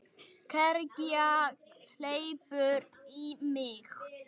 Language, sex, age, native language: Icelandic, female, 9, Icelandic